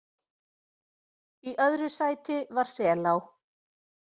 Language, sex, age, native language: Icelandic, female, 40-49, Icelandic